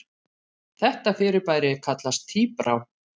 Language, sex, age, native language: Icelandic, female, 50-59, Icelandic